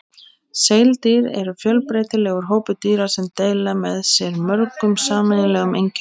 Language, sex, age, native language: Icelandic, female, 20-29, Icelandic